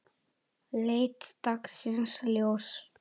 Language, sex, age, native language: Icelandic, male, 10, Icelandic